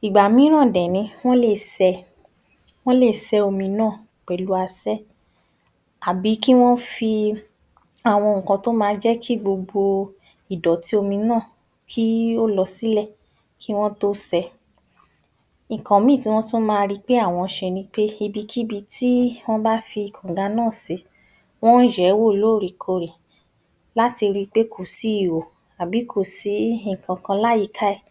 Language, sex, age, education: Yoruba, female, 46-60, tertiary